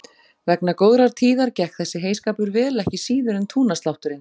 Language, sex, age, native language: Icelandic, female, 40-49, Icelandic